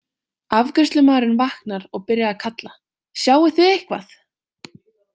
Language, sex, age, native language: Icelandic, female, 18-19, Icelandic